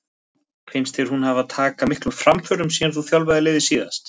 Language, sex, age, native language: Icelandic, male, 20-29, Icelandic